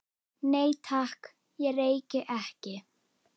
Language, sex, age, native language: Icelandic, female, 9, Icelandic